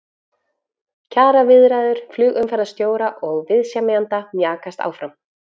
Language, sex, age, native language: Icelandic, female, 40-49, Icelandic